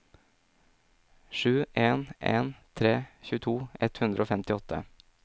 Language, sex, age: Norwegian, male, 27